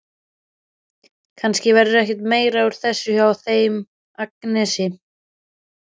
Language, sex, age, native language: Icelandic, female, 13, Icelandic